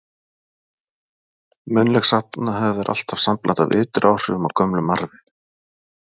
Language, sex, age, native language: Icelandic, male, 40-49, Icelandic